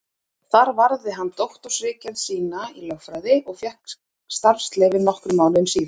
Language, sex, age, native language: Icelandic, female, 30-39, Icelandic